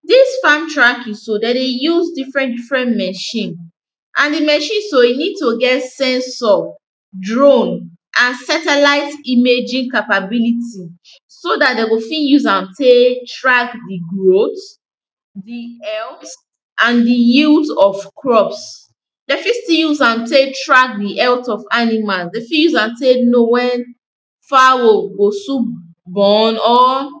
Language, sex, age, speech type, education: Nigerian Pidgin, female, 15-29, spontaneous, tertiary